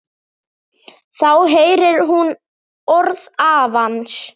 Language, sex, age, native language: Icelandic, male, 8, Icelandic